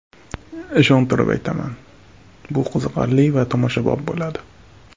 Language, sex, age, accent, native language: Uzbek, male, 25-34, Farg'ona, Uzbek